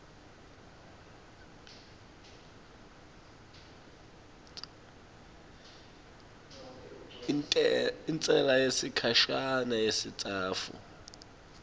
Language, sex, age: Swati, male, 24